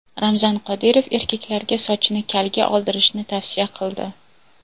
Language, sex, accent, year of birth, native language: Uzbek, female, Toshkent viloyati, 2000, Uzbek